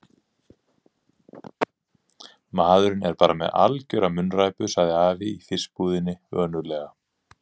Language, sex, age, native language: Icelandic, male, 30-39, Icelandic